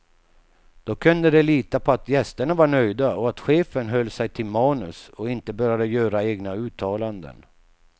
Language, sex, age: Swedish, male, 48